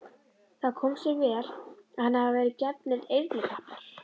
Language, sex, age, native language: Icelandic, female, 12, Icelandic